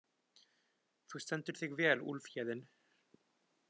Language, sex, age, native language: Icelandic, male, 20-29, Icelandic